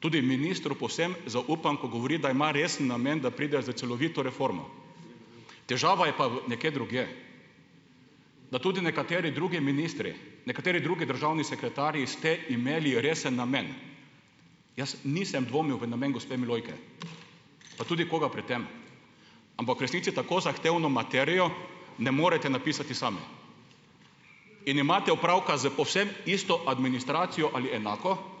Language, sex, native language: Slovenian, male, Slovenian